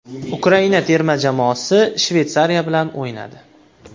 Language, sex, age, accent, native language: Uzbek, male, 18-24, Farg'ona, Uzbek